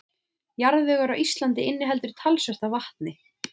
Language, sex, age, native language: Icelandic, female, 20-29, Icelandic